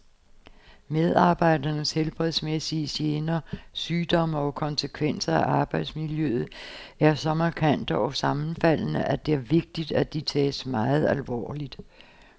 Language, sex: Danish, female